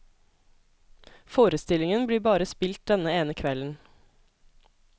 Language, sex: Norwegian, female